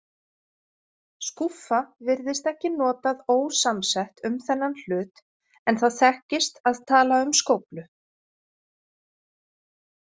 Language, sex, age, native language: Icelandic, female, 40-49, Icelandic